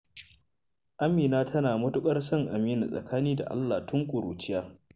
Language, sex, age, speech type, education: Hausa, male, 15-29, read, secondary